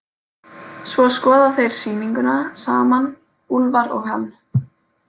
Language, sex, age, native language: Icelandic, female, 18-19, Icelandic